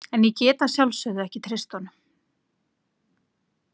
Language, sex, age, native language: Icelandic, female, 40-49, Icelandic